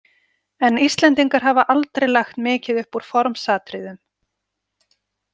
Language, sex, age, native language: Icelandic, female, 40-49, Icelandic